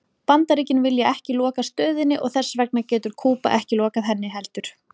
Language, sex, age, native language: Icelandic, female, 40-49, Icelandic